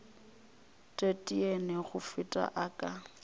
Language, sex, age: Northern Sotho, female, 24